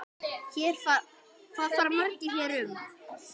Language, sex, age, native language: Icelandic, male, 10, Icelandic